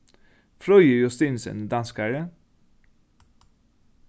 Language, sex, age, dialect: Faroese, male, 36-60, Norðurstreymoy/Eysturoy